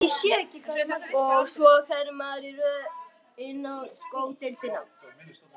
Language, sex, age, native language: Icelandic, male, 12, Icelandic